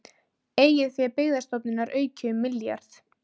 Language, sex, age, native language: Icelandic, female, 20-29, Icelandic